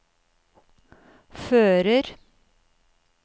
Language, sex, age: Norwegian, female, 52